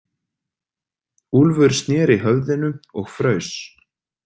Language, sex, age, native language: Icelandic, male, 30-39, Icelandic